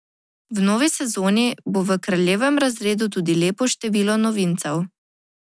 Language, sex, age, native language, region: Slovenian, female, 18-29, Slovenian, Drava region